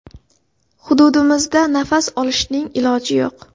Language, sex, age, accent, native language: Uzbek, female, 18-24, Xorazm, Uzbek